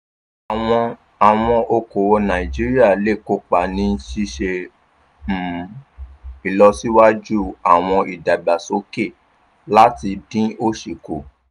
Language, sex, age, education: Yoruba, male, 15-29, tertiary